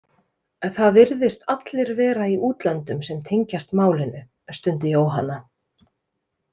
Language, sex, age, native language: Icelandic, female, 30-39, Icelandic